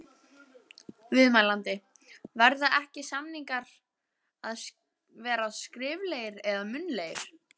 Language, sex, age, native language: Icelandic, female, 15, Icelandic